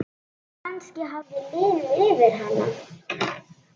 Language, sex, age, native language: Icelandic, female, 10, Icelandic